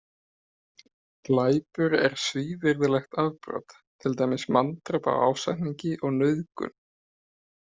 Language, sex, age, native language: Icelandic, male, 30-39, Icelandic